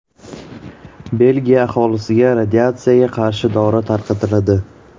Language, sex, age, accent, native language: Uzbek, male, 18-24, Namangan, Uzbek